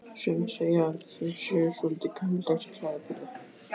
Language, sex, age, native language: Icelandic, male, 15, Icelandic